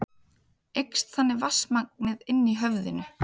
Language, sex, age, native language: Icelandic, female, 30-39, Icelandic